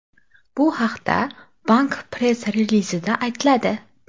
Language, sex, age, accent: Uzbek, female, 18-24, Qoraqalpog'iston